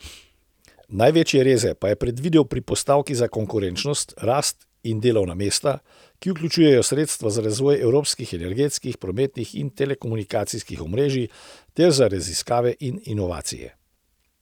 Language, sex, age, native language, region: Slovenian, male, 60+, Slovenian, Central Slovenia